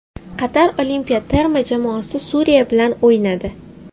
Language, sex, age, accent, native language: Uzbek, female, 12-17, Toshkent shahri, Uzbek